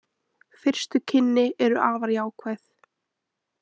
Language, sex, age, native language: Icelandic, female, 20-29, Icelandic